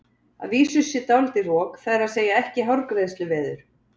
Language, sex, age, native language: Icelandic, female, 40-49, Icelandic